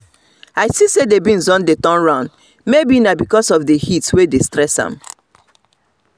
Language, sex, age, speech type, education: Nigerian Pidgin, female, 30-45, spontaneous, tertiary